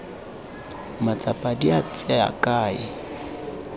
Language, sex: Tswana, male